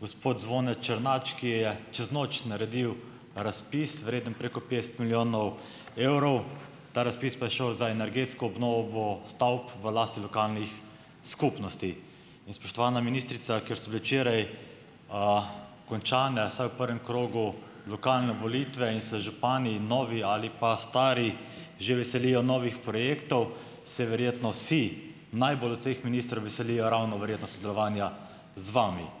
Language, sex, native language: Slovenian, male, Slovenian